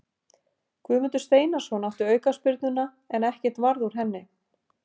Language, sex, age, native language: Icelandic, female, 50-59, Icelandic